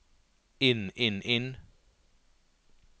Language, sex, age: Norwegian, male, 39